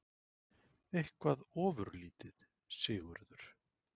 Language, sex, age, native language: Icelandic, male, 40-49, Icelandic